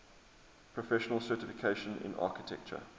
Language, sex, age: English, male, 23